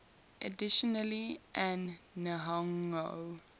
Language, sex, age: English, female, 18